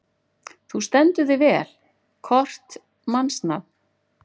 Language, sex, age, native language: Icelandic, female, 40-49, Icelandic